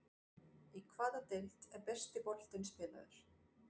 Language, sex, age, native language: Icelandic, female, 40-49, French